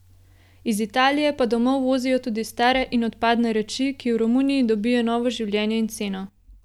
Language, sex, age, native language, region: Slovenian, female, 18-29, Slovenian, Gorenjska region